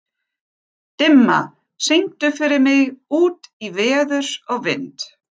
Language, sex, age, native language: Icelandic, female, 50-59, German